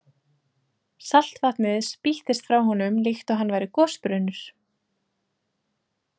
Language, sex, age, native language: Icelandic, female, 20-29, Icelandic